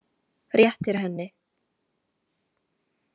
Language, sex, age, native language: Icelandic, female, 18-19, Chinese